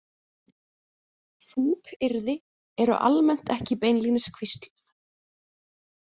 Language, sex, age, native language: Icelandic, female, 20-29, Icelandic